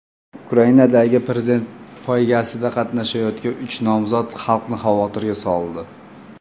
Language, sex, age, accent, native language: Uzbek, male, 30-39, Farg'ona, Uzbek